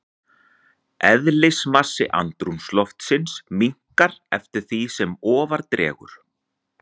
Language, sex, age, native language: Icelandic, male, 40-49, Icelandic